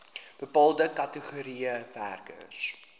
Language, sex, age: Afrikaans, male, 19